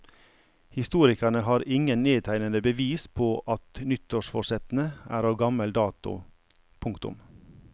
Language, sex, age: Norwegian, male, 55